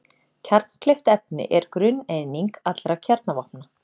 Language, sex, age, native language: Icelandic, female, 30-39, Icelandic